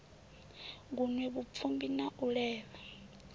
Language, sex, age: Venda, female, 20